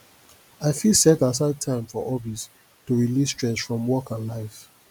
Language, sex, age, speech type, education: Nigerian Pidgin, male, 30-45, spontaneous, tertiary